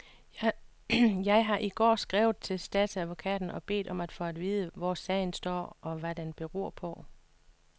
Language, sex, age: Danish, female, 56